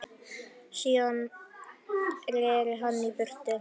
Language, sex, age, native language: Icelandic, female, 10, Icelandic